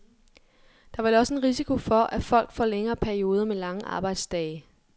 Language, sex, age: Danish, female, 23